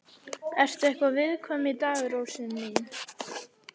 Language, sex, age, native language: Icelandic, female, 11, Icelandic